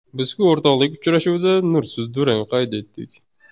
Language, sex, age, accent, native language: Uzbek, male, 18-24, Surxondaryo, Uzbek